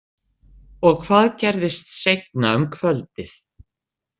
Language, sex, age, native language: Icelandic, female, 60-69, Icelandic